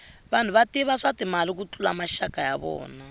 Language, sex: Tsonga, female